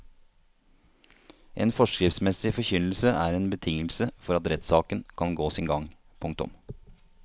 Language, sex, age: Norwegian, male, 30